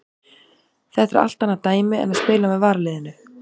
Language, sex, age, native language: Icelandic, female, 18-19, Icelandic